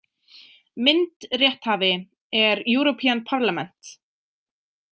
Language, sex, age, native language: Icelandic, female, 20-29, Icelandic